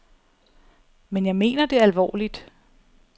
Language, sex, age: Danish, female, 34